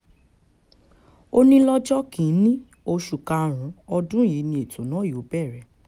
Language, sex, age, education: Yoruba, female, 15-29, tertiary